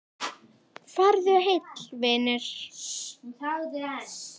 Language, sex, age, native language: Icelandic, female, 10, Icelandic